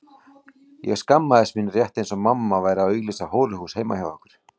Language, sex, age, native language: Icelandic, male, 40-49, Icelandic